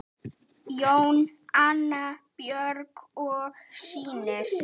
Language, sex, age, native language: Icelandic, female, 9, Icelandic